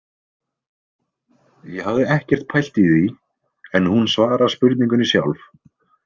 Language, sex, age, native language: Icelandic, male, 20-29, Icelandic